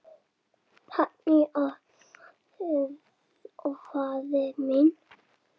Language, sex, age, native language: Icelandic, male, 7, Icelandic